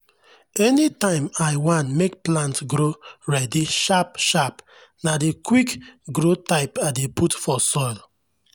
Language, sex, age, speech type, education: Nigerian Pidgin, male, 30-45, spontaneous, tertiary